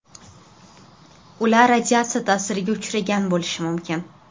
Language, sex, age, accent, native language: Uzbek, female, 12-17, Toshkent shahri, Uzbek